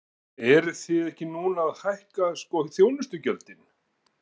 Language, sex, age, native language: Icelandic, male, 40-49, Icelandic